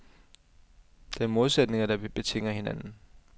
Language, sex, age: Danish, male, 28